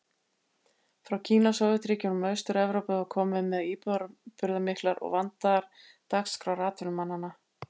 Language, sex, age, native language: Icelandic, female, 80-89, Icelandic